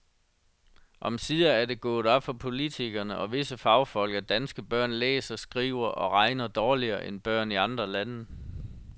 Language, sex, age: Danish, male, 37